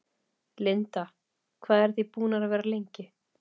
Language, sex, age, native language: Icelandic, female, 30-39, Icelandic